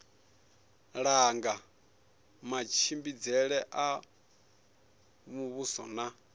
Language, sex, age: Venda, male, 21